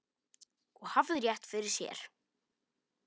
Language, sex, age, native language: Icelandic, male, 10, Polish